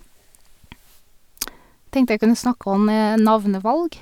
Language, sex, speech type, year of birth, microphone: Norwegian, female, spontaneous, 1982, Sennheiser